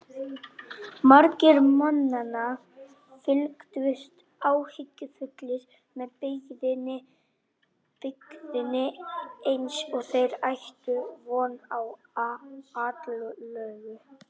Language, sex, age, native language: Icelandic, male, 18-19, Icelandic